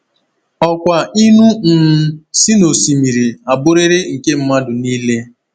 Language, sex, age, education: Igbo, male, 15-29, tertiary